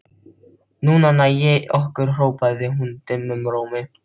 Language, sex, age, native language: Icelandic, male, 12, Filipino